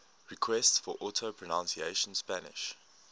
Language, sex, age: English, male, 19